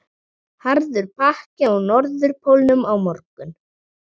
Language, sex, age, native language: Icelandic, male, 40-49, Icelandic